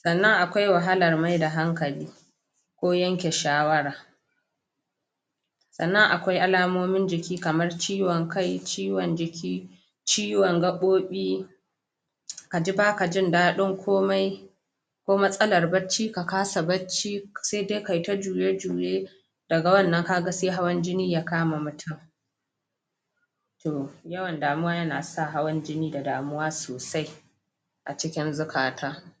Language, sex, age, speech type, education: Hausa, female, 46-60, spontaneous, tertiary